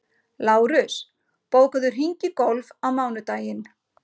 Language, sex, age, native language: Icelandic, female, 50-59, Icelandic